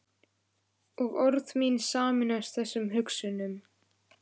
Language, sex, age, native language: Icelandic, male, 11, Icelandic